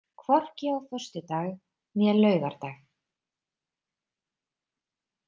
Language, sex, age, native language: Icelandic, female, 30-39, Icelandic